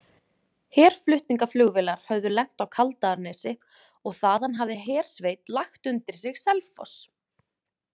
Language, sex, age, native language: Icelandic, female, 20-29, Icelandic